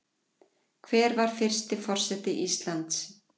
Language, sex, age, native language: Icelandic, female, 40-49, Icelandic